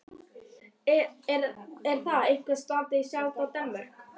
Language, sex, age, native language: Icelandic, female, 18-19, Icelandic